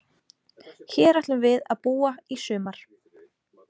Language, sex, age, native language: Icelandic, female, 20-29, Icelandic